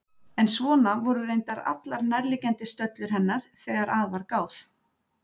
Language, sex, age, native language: Icelandic, female, 30-39, Icelandic